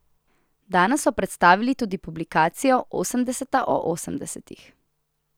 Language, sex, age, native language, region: Slovenian, female, 18-29, Slovenian, Southeast Slovenia